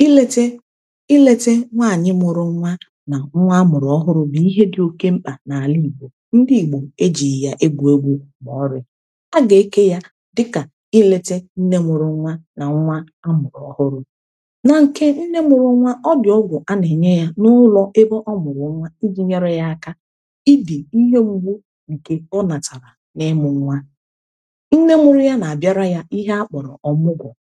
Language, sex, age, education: Igbo, female, 30-45, tertiary